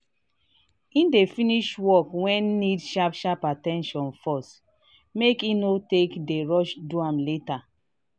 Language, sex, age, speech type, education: Nigerian Pidgin, female, 30-45, spontaneous, tertiary